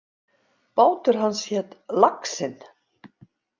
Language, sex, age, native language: Icelandic, female, 50-59, Icelandic